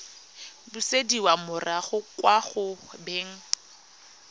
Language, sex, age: Tswana, female, 22